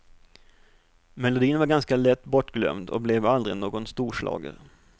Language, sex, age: Swedish, male, 38